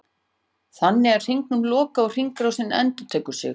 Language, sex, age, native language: Icelandic, female, 40-49, Icelandic